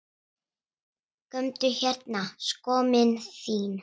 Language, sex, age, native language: Icelandic, female, 10, Icelandic